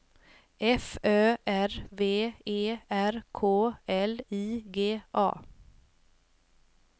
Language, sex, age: Swedish, female, 28